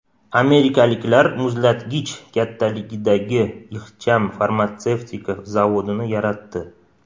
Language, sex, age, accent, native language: Uzbek, male, 35+, Toshkent shahri, Uzbek